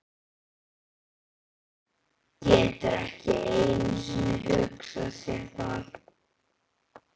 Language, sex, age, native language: Icelandic, male, 11, Icelandic